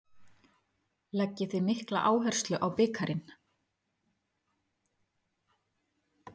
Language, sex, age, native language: Icelandic, female, 30-39, Icelandic